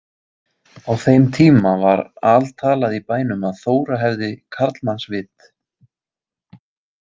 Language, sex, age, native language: Icelandic, male, 20-29, Icelandic